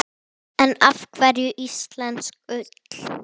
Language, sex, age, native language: Icelandic, female, 10, Icelandic